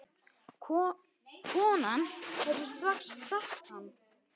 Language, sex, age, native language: Icelandic, male, 9, Icelandic